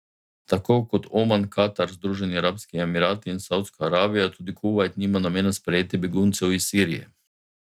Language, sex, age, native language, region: Slovenian, male, 50-59, Slovenian, Drava region